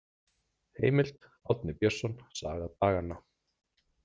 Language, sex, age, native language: Icelandic, male, 40-49, Icelandic